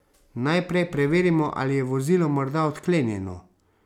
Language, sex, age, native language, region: Slovenian, male, 30-49, Slovenian, Savinja region